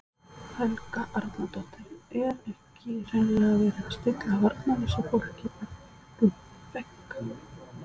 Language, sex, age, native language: Icelandic, female, 30-39, Icelandic